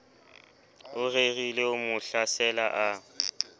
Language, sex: Southern Sotho, male